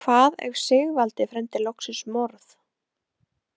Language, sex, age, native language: Icelandic, female, 18-19, Icelandic